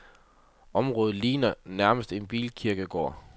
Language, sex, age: Danish, male, 30